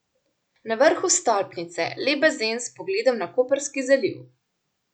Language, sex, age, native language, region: Slovenian, female, 18-29, Slovenian, Central Slovenia